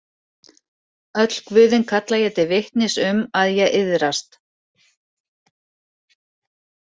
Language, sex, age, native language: Icelandic, female, 40-49, Icelandic